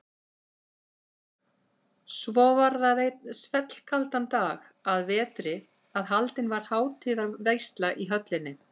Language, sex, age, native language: Icelandic, female, 50-59, Icelandic